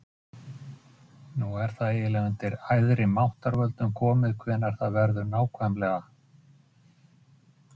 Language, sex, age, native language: Icelandic, male, 50-59, Icelandic